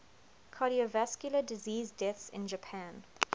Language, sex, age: English, female, 21